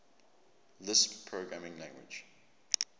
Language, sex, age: English, male, 24